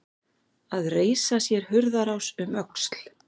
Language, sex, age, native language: Icelandic, female, 40-49, Icelandic